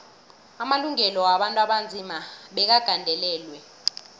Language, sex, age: South Ndebele, female, 22